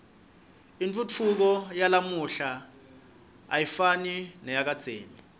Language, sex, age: Swati, male, 25